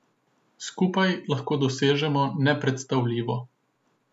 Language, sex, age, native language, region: Slovenian, male, 18-29, Slovenian, Southeast Slovenia